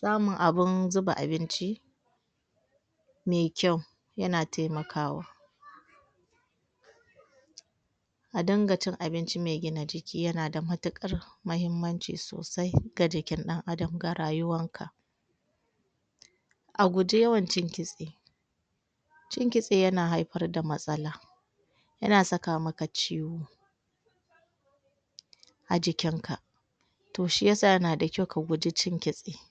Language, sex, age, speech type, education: Hausa, female, 60+, spontaneous, tertiary